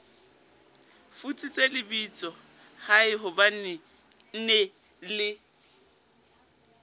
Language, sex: Southern Sotho, female